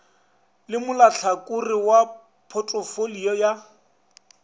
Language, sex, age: Northern Sotho, male, 24